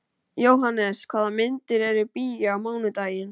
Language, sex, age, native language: Icelandic, male, 12, Icelandic